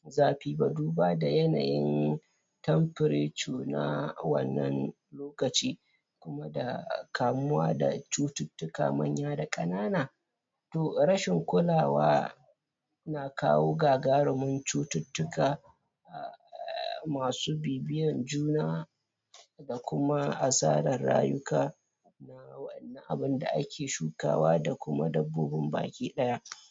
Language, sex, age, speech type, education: Hausa, male, 15-29, spontaneous, primary